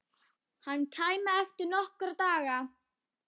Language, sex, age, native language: Icelandic, female, 10, Icelandic